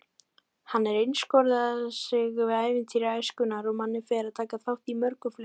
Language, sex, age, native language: Icelandic, female, 18-19, Icelandic